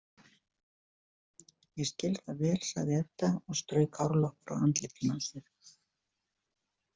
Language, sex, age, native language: Icelandic, male, 20-29, Icelandic